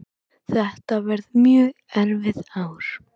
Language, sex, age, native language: Icelandic, male, 18-19, Icelandic